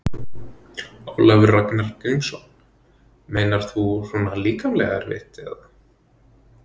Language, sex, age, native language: Icelandic, male, 20-29, Icelandic